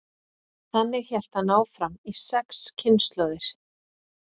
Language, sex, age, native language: Icelandic, female, 40-49, Icelandic